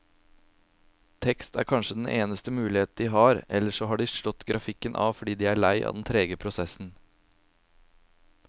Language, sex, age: Norwegian, male, 27